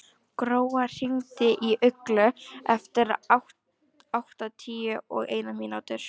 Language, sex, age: Icelandic, female, 18-19